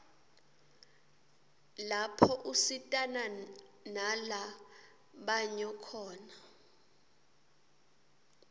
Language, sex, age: Swati, female, 26